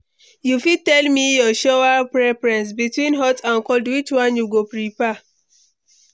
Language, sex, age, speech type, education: Nigerian Pidgin, female, 15-29, read, tertiary